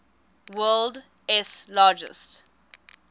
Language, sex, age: English, female, 20